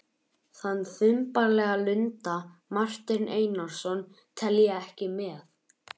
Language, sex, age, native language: Icelandic, male, 11, Icelandic